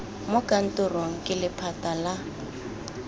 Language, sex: Tswana, female